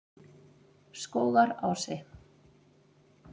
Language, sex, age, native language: Icelandic, female, 40-49, Icelandic